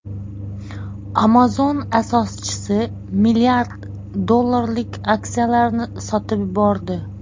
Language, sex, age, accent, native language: Uzbek, female, 30-39, Xorazm, Uzbek